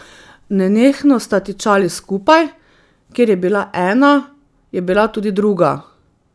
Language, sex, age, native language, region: Slovenian, female, 30-49, Slovenian, Drava region